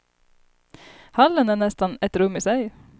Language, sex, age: Swedish, female, 30